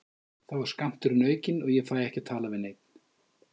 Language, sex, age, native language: Icelandic, male, 50-59, Icelandic